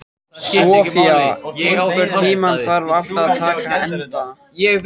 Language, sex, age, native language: Icelandic, male, 14, Icelandic